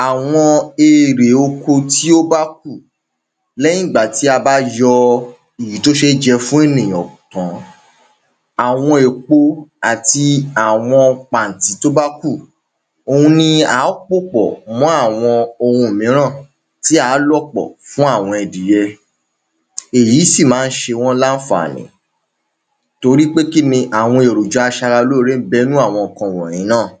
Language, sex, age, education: Yoruba, male, 15-29, tertiary